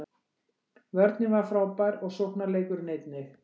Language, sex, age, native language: Icelandic, female, 60-69, Icelandic